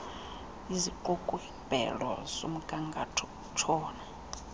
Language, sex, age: Xhosa, female, 35